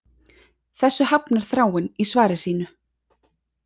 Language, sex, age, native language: Icelandic, female, 30-39, Icelandic